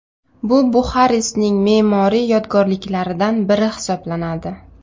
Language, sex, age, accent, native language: Uzbek, female, 25-34, Navoiy, Uzbek